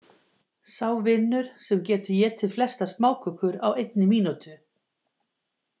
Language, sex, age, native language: Icelandic, female, 50-59, Icelandic